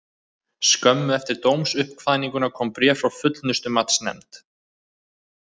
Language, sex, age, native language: Icelandic, male, 20-29, Icelandic